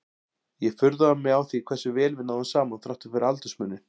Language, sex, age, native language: Icelandic, male, 40-49, Icelandic